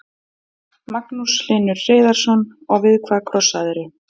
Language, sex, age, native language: Icelandic, female, 20-29, Icelandic